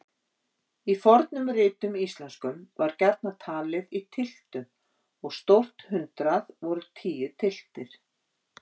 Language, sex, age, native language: Icelandic, female, 50-59, Icelandic